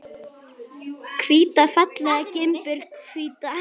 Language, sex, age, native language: Icelandic, female, 10, Icelandic